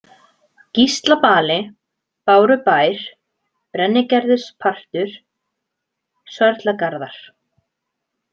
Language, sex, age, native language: Icelandic, female, 20-29, Icelandic